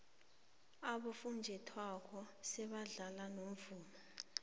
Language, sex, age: South Ndebele, female, 23